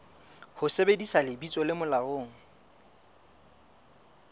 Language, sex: Southern Sotho, female